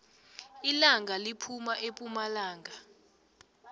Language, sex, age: South Ndebele, female, 20